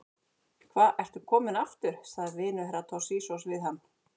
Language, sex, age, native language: Icelandic, female, 40-49, Icelandic